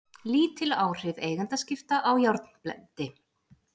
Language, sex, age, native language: Icelandic, female, 40-49, Icelandic